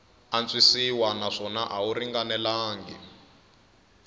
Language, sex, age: Tsonga, male, 21